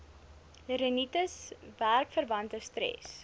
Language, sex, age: Afrikaans, female, 20